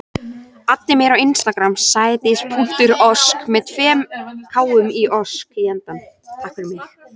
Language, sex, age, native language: Icelandic, female, 13, Icelandic